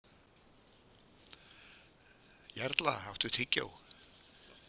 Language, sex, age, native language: Icelandic, female, 20-29, Icelandic